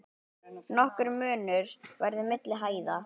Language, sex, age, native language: Icelandic, female, 10, Icelandic